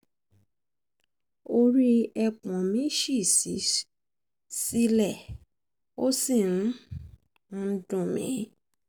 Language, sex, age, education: Yoruba, female, 30-45, tertiary